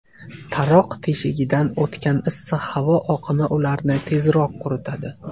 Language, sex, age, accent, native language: Uzbek, male, 18-24, Toshkent viloyati, Uzbek